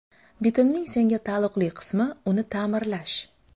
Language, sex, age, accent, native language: Uzbek, female, 25-34, Xorazm, Uzbek